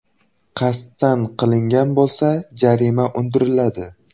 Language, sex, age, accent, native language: Uzbek, male, 12-17, Toshkent viloyati, Uzbek